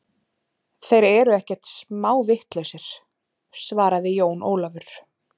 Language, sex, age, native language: Icelandic, female, 30-39, Icelandic